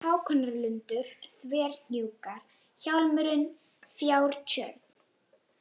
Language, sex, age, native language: Icelandic, female, 18-19, Icelandic